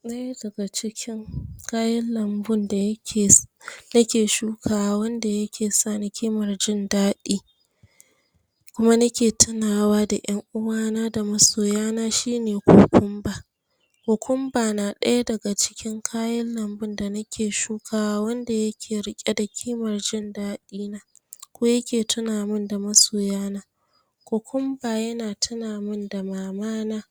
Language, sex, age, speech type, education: Hausa, female, 46-60, spontaneous, tertiary